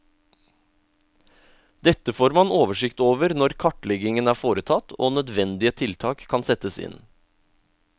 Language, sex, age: Norwegian, male, 31